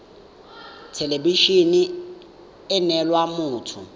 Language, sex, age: Tswana, male, 19